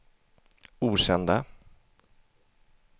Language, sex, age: Swedish, male, 27